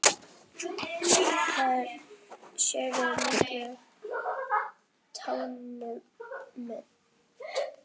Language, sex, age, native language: Icelandic, male, 18-19, Icelandic